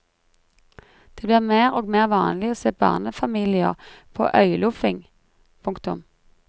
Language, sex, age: Norwegian, female, 33